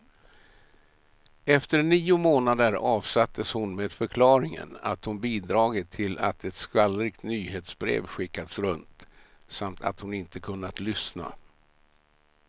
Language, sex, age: Swedish, male, 67